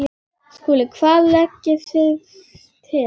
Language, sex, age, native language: Icelandic, female, 10, Icelandic